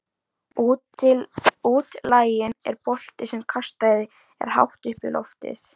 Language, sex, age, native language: Icelandic, female, 13, Icelandic